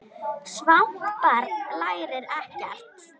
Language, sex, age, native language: Icelandic, female, 10, Icelandic